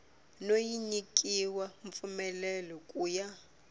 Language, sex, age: Tsonga, female, 24